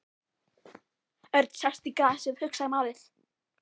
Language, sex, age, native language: Icelandic, female, 11, Icelandic